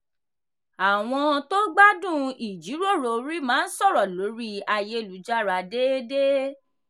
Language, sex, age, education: Yoruba, female, 15-29, tertiary